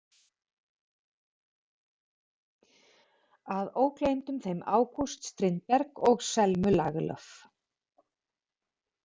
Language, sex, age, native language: Icelandic, female, 40-49, Icelandic